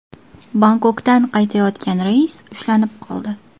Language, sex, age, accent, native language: Uzbek, female, 19-29, Farg'ona, Uzbek